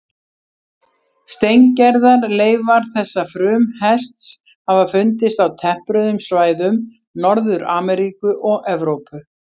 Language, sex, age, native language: Icelandic, female, 60-69, Icelandic